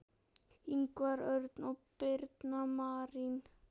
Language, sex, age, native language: Icelandic, male, 10, Icelandic